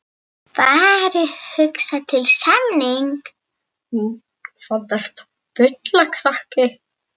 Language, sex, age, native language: Icelandic, female, 18-19, Icelandic